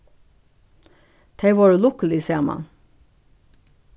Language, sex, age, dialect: Faroese, female, 61+, Suðurstreymoy